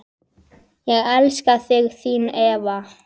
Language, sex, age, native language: Icelandic, male, 10, Icelandic